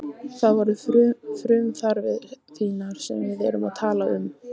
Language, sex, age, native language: Icelandic, female, 15, Icelandic